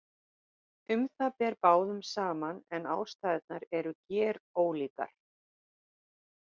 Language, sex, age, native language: Icelandic, female, 50-59, Icelandic